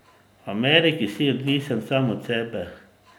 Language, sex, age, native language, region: Slovenian, male, 50-59, Slovenian, Drava region